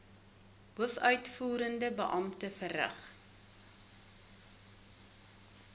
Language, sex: Afrikaans, female